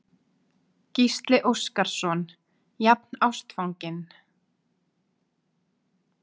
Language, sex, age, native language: Icelandic, female, 20-29, Icelandic